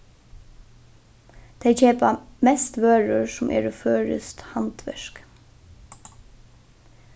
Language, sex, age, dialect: Faroese, female, 15-35, Norðuroyggjar